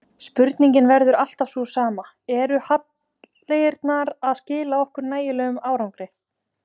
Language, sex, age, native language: Icelandic, female, 20-29, Icelandic